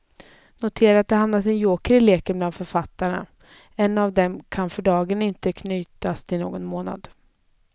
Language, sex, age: Swedish, female, 20